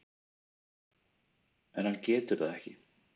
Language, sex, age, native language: Icelandic, male, 30-39, Icelandic